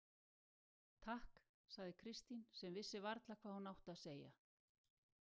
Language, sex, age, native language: Icelandic, female, 60-69, Icelandic